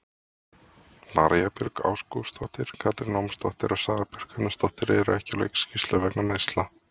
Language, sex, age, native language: Icelandic, male, 20-29, Icelandic